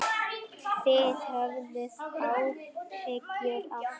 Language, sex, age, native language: Icelandic, male, 10, Icelandic